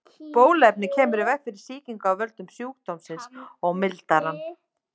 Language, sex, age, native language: Icelandic, female, 30-39, Icelandic